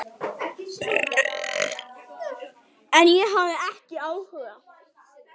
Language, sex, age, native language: Icelandic, male, 10, Icelandic